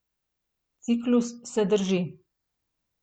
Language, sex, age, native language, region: Slovenian, female, 30-49, Slovenian, Gorenjska region